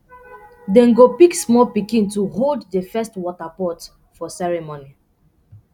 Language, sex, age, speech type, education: Nigerian Pidgin, female, 15-29, spontaneous, secondary